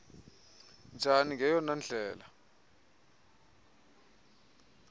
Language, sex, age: Xhosa, male, 24